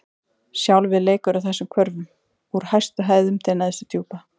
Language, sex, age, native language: Icelandic, female, 30-39, Icelandic